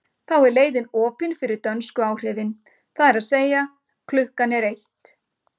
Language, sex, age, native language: Icelandic, female, 50-59, Icelandic